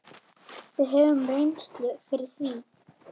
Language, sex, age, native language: Icelandic, female, 8, Icelandic